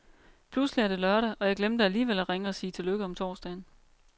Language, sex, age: Danish, female, 30